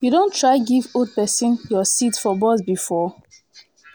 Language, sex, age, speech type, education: Nigerian Pidgin, female, 15-29, spontaneous, tertiary